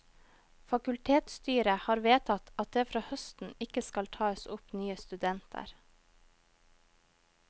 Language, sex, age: Norwegian, female, 21